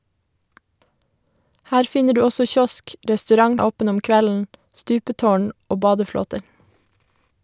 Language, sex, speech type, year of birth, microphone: Norwegian, female, read, 1991, Shure